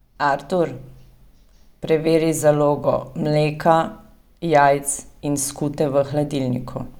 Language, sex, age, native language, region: Slovenian, female, 30-49, Slovenian, Savinja region